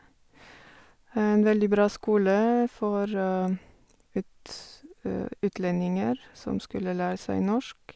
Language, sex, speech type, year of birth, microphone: Norwegian, female, spontaneous, 1970, Sennheiser